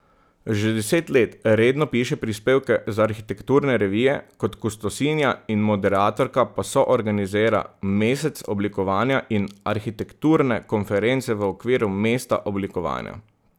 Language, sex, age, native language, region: Slovenian, male, 30-49, Slovenian, Southeast Slovenia